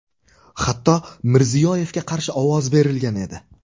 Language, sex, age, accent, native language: Uzbek, male, 25-34, Surxondaryo, Uzbek